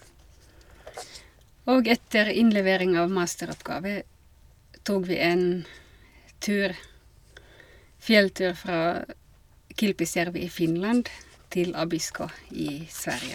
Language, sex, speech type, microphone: Norwegian, female, spontaneous, Shure